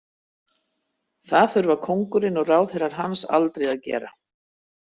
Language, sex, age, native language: Icelandic, female, 60-69, Icelandic